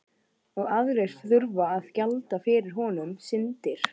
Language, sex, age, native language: Icelandic, male, 12, Icelandic